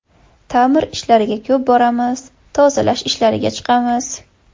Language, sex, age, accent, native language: Uzbek, female, 18-24, Farg'ona, Uzbek